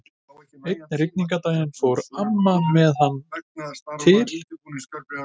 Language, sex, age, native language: Icelandic, male, 50-59, Icelandic